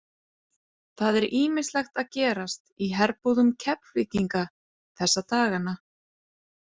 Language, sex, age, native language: Icelandic, female, 30-39, Icelandic